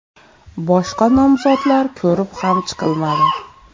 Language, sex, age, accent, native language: Uzbek, female, 25-34, Xorazm, Uzbek